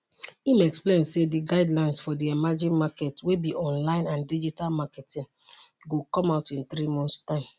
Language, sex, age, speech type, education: Nigerian Pidgin, female, 30-45, spontaneous, tertiary